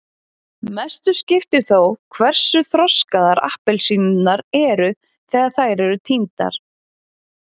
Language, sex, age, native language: Icelandic, female, 30-39, Icelandic